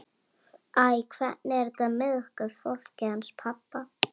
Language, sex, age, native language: Icelandic, female, 11, Icelandic